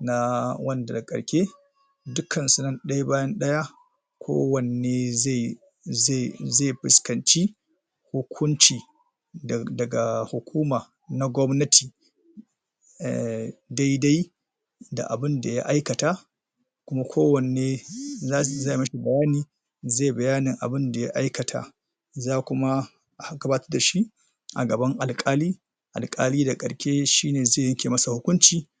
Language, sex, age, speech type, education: Hausa, male, 30-45, spontaneous, tertiary